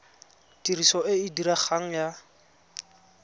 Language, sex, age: Tswana, male, 20